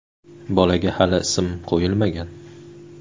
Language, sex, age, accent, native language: Uzbek, male, 19-29, Samarqand, Uzbek